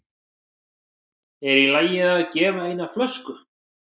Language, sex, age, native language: Icelandic, male, 40-49, Icelandic